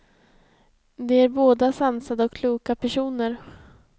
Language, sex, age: Swedish, female, 20